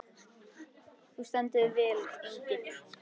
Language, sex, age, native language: Icelandic, male, 13, Icelandic